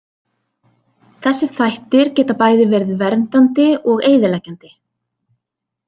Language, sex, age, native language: Icelandic, female, 30-39, Icelandic